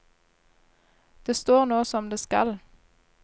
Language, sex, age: Norwegian, female, 26